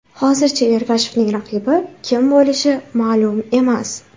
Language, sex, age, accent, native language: Uzbek, female, 18-24, Samarqand, Uzbek